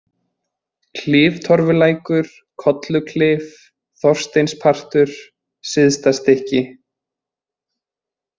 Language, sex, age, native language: Icelandic, male, 20-29, Icelandic